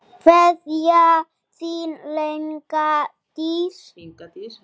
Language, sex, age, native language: Icelandic, male, 9, Icelandic